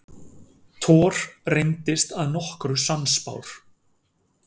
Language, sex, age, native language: Icelandic, male, 30-39, Icelandic